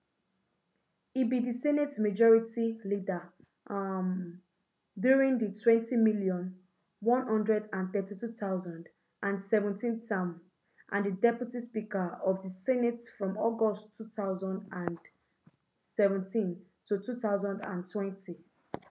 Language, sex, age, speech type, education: Nigerian Pidgin, female, 15-29, spontaneous, tertiary